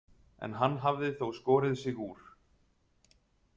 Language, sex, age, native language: Icelandic, male, 30-39, Icelandic